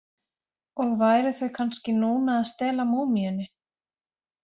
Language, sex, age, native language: Icelandic, female, 40-49, Icelandic